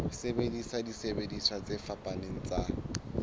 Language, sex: Southern Sotho, male